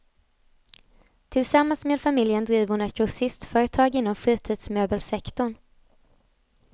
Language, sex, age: Swedish, female, 20